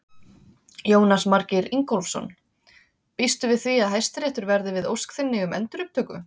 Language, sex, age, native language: Icelandic, female, 30-39, Icelandic